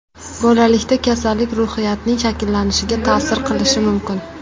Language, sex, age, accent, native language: Uzbek, female, 18-24, Jizzax, Uzbek